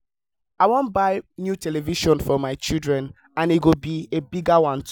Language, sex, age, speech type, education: Nigerian Pidgin, male, 15-29, spontaneous, tertiary